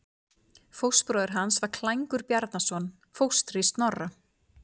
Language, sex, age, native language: Icelandic, female, 40-49, Icelandic